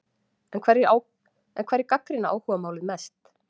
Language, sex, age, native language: Icelandic, female, 40-49, Icelandic